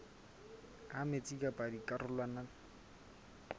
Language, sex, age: Southern Sotho, male, 20